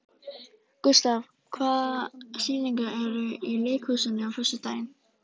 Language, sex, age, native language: Icelandic, female, 14, Icelandic